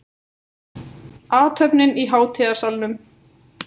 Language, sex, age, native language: Icelandic, female, 18-19, Icelandic